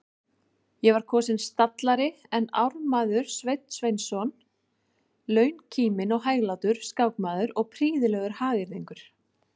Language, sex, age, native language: Icelandic, female, 40-49, Icelandic